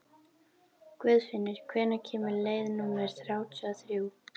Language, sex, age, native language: Icelandic, female, 12, Icelandic